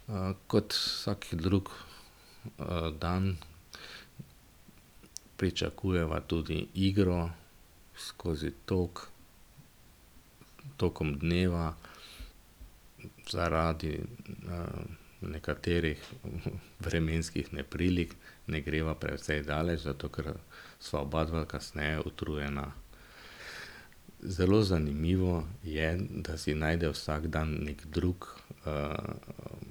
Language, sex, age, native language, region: Slovenian, male, 50-59, Slovenian, Drava region